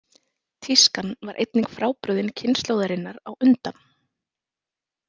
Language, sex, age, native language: Icelandic, female, 20-29, Icelandic